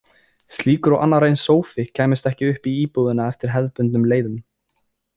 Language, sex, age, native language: Icelandic, male, 20-29, Icelandic